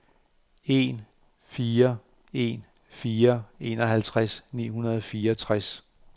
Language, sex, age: Danish, male, 58